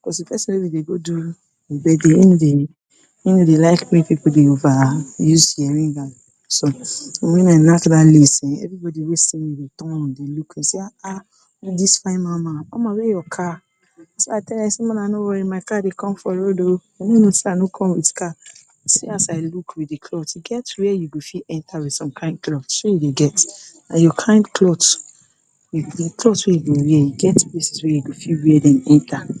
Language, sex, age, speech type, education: Nigerian Pidgin, female, 46-60, spontaneous, tertiary